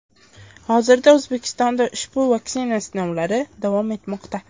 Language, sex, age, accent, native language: Uzbek, female, under 19, Qashqadaryo, Uzbek